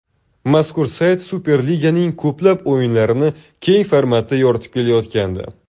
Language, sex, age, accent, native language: Uzbek, male, 19-29, Toshkent viloyati, Uzbek